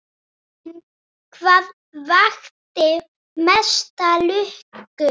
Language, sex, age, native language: Icelandic, female, 7, Icelandic